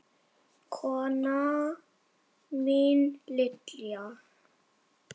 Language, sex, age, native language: Icelandic, female, 7, Danish